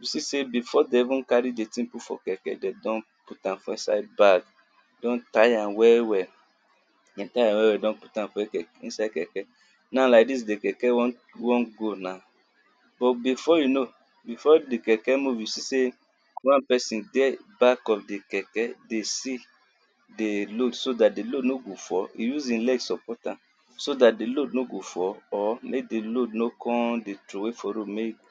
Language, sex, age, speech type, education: Nigerian Pidgin, male, 30-45, spontaneous, tertiary